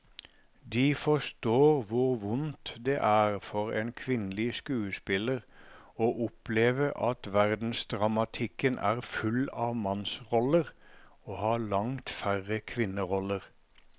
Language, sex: Norwegian, male